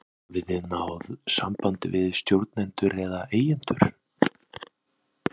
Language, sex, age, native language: Icelandic, male, 20-29, Icelandic